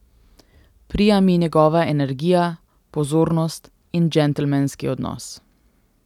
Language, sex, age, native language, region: Slovenian, female, 18-29, Slovenian, Central Slovenia